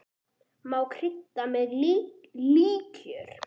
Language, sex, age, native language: Icelandic, female, 8, Icelandic